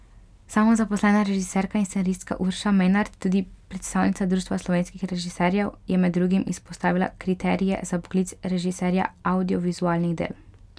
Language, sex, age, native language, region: Slovenian, female, 12-17, Slovenian, Pomurje region